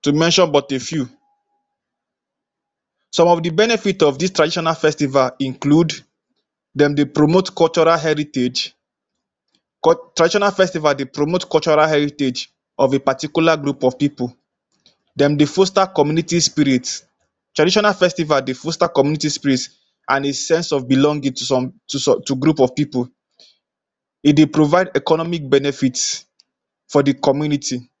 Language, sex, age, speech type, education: Nigerian Pidgin, male, 15-29, spontaneous, tertiary